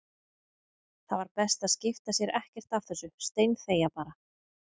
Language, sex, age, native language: Icelandic, female, 30-39, Icelandic